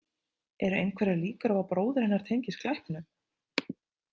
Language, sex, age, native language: Icelandic, female, 30-39, Icelandic